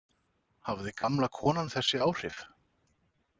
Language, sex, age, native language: Icelandic, male, 40-49, Icelandic